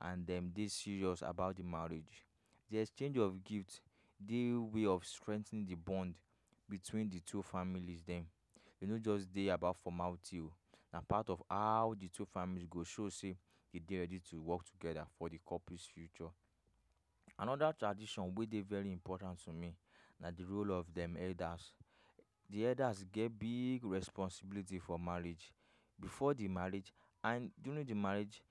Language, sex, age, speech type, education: Nigerian Pidgin, male, 15-29, spontaneous, tertiary